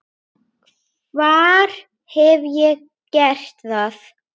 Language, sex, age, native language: Icelandic, female, 8, Icelandic